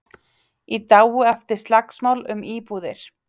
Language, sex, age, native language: Icelandic, female, 30-39, Icelandic